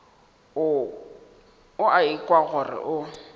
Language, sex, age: Northern Sotho, male, 18